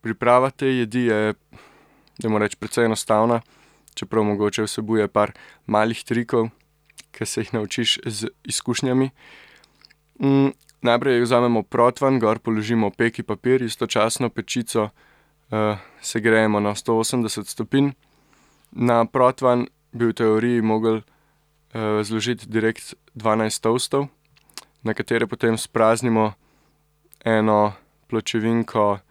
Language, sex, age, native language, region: Slovenian, male, 18-29, Slovenian, Central Slovenia